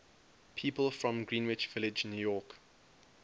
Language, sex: English, male